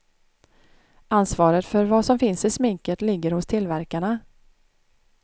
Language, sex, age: Swedish, female, 36